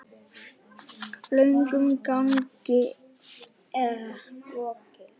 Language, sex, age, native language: Icelandic, female, 10, Icelandic